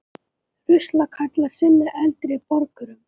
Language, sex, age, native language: Icelandic, male, 18-19, Icelandic